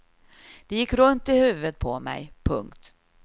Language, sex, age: Swedish, female, 53